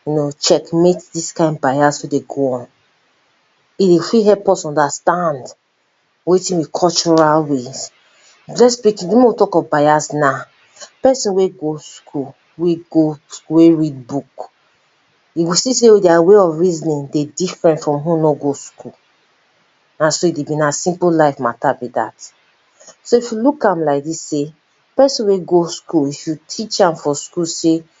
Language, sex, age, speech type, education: Nigerian Pidgin, female, 30-45, spontaneous, tertiary